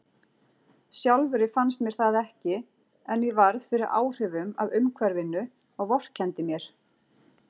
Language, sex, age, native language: Icelandic, female, 40-49, Icelandic